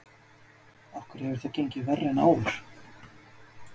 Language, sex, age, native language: Icelandic, male, 30-39, Icelandic